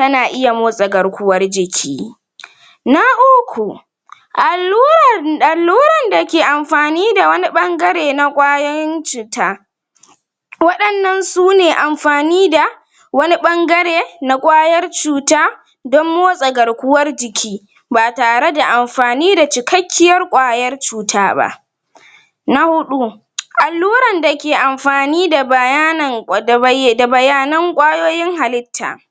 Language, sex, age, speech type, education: Hausa, female, 46-60, spontaneous, tertiary